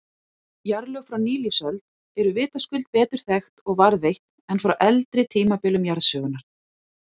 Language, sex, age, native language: Icelandic, female, 40-49, Icelandic